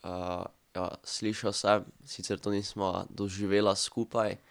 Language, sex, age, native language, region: Slovenian, male, 12-17, Slovenian, Drava region